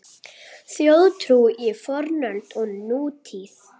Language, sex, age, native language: Icelandic, female, 8, Icelandic